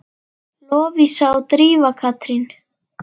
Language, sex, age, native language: Icelandic, female, 10, Icelandic